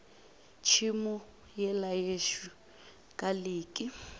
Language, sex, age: Northern Sotho, female, 24